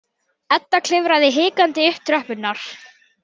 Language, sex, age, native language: Icelandic, male, 18-19, Icelandic